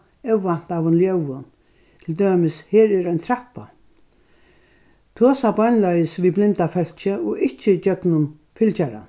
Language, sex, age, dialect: Faroese, female, 61+, Norðurstreymoy/Eysturoy